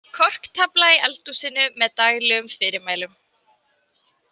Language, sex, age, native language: Icelandic, female, 18-19, Icelandic